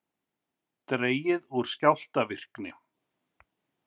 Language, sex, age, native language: Icelandic, male, 50-59, Icelandic